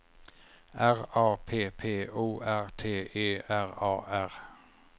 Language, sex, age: Swedish, male, 50